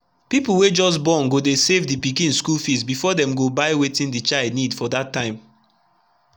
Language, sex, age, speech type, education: Nigerian Pidgin, male, 15-29, spontaneous, tertiary